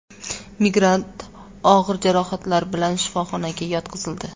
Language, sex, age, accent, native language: Uzbek, female, 25-34, Toshkent viloyati, Uzbek